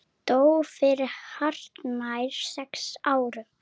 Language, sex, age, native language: Icelandic, female, 7, Icelandic